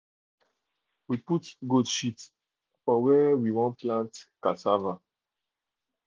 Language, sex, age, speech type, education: Nigerian Pidgin, male, 30-45, spontaneous, tertiary